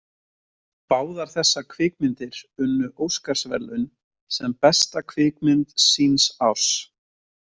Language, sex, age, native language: Icelandic, male, 20-29, Icelandic